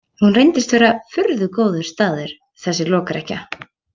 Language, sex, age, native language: Icelandic, female, 30-39, Icelandic